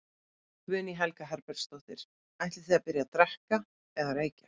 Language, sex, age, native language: Icelandic, female, 30-39, Icelandic